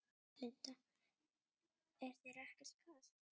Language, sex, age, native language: Icelandic, female, 10, Icelandic